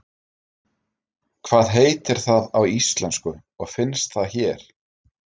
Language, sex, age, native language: Icelandic, male, 30-39, Icelandic